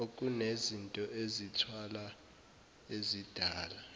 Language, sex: Zulu, male